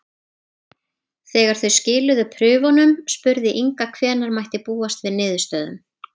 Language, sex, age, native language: Icelandic, female, 30-39, Icelandic